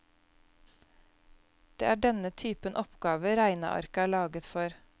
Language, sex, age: Norwegian, female, 29